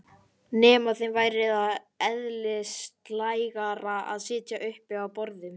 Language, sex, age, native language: Icelandic, male, 11, Icelandic